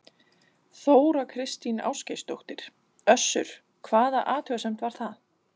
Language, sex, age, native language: Icelandic, female, 40-49, Danish